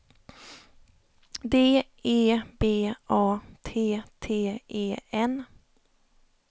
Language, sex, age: Swedish, female, 30